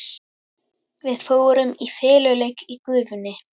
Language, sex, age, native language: Icelandic, female, 11, Icelandic